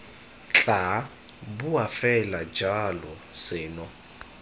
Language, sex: Tswana, male